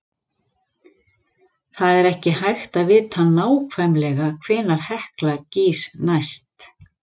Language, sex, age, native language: Icelandic, female, 40-49, Icelandic